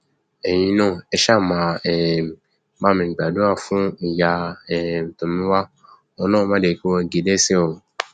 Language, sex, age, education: Yoruba, male, 15-29, tertiary